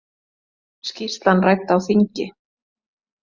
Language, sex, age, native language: Icelandic, female, 20-29, Icelandic